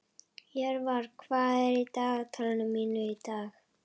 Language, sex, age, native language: Icelandic, female, 11, Icelandic